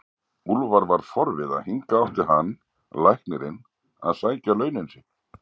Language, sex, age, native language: Icelandic, male, 60-69, Icelandic